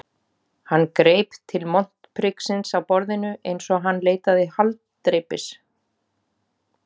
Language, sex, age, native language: Icelandic, female, 40-49, Icelandic